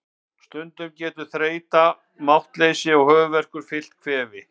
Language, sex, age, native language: Icelandic, male, 50-59, Icelandic